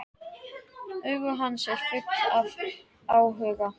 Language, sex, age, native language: Icelandic, male, 13, Icelandic